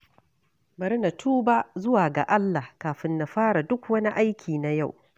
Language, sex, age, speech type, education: Hausa, female, 46-60, read, tertiary